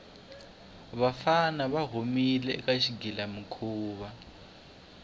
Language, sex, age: Tsonga, male, 23